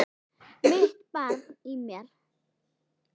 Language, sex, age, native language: Icelandic, female, 9, Icelandic